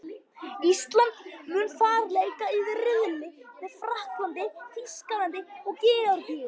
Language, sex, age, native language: Icelandic, female, 50-59, Icelandic